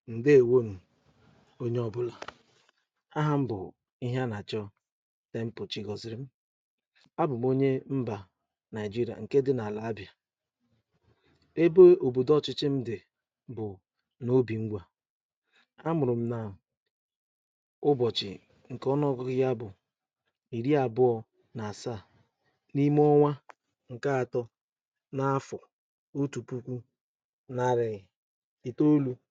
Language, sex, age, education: Igbo, male, 30-45, tertiary